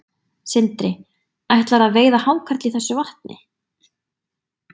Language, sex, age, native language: Icelandic, female, 20-29, Icelandic